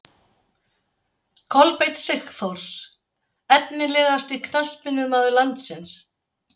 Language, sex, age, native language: Icelandic, female, 60-69, Icelandic